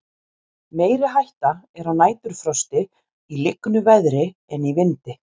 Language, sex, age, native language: Icelandic, female, 50-59, Icelandic